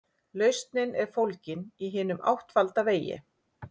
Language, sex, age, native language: Icelandic, female, 40-49, Icelandic